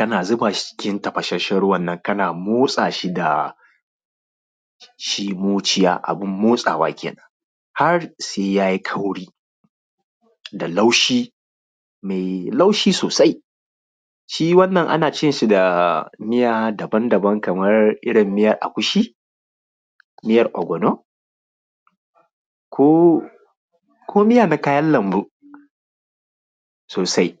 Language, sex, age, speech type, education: Hausa, male, 15-29, spontaneous, primary